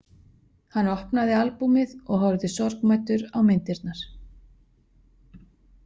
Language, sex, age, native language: Icelandic, female, 50-59, Icelandic